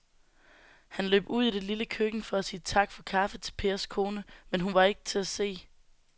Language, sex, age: Danish, female, 19